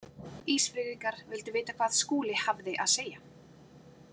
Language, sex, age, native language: Icelandic, female, 40-49, Icelandic